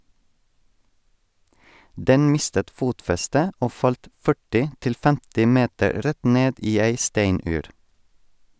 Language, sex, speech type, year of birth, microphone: Norwegian, male, read, 1984, Sennheiser